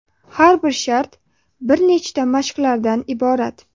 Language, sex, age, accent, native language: Uzbek, female, 18-24, Sirdaryo, Uzbek